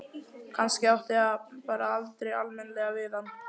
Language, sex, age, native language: Icelandic, male, 11, Icelandic